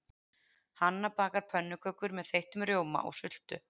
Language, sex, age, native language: Icelandic, female, 40-49, Icelandic